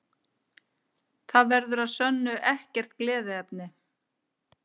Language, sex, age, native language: Icelandic, female, 50-59, Icelandic